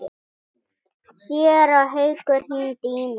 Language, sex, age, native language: Icelandic, female, 10, Icelandic